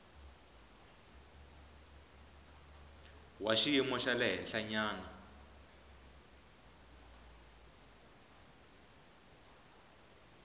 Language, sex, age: Tsonga, male, 20